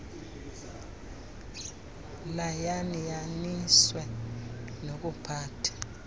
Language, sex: Xhosa, female